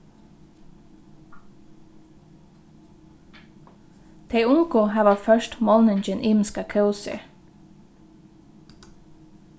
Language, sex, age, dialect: Faroese, female, 15-35, Norðurstreymoy/Eysturoy